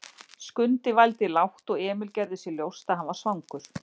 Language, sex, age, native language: Icelandic, female, 40-49, Icelandic